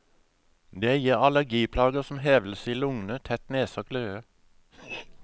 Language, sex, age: Norwegian, male, 57